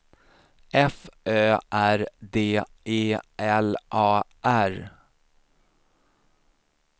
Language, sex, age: Swedish, male, 40